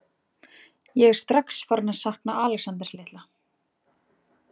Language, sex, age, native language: Icelandic, female, 20-29, Icelandic